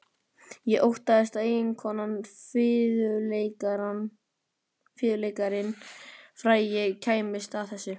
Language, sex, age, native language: Icelandic, male, 12, Icelandic